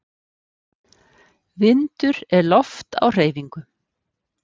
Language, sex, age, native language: Icelandic, female, 50-59, Icelandic